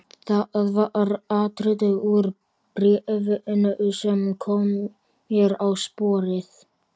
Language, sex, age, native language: Icelandic, male, 12, Icelandic